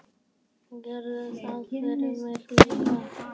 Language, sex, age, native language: Icelandic, male, 10, Icelandic